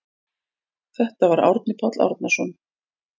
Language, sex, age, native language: Icelandic, female, 40-49, Icelandic